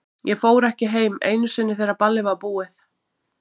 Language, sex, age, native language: Icelandic, female, 40-49, Icelandic